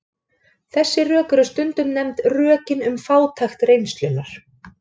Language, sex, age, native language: Icelandic, female, 30-39, Icelandic